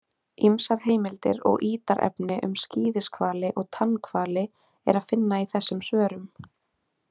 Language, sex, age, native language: Icelandic, female, 20-29, Icelandic